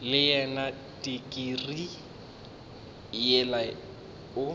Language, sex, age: Northern Sotho, male, 24